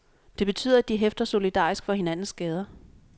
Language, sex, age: Danish, female, 26